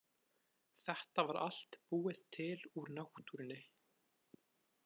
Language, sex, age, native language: Icelandic, male, 20-29, Icelandic